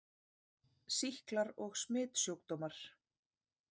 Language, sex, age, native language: Icelandic, female, 30-39, Icelandic